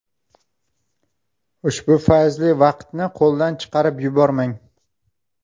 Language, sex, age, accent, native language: Uzbek, male, 25-34, Farg'ona, Uzbek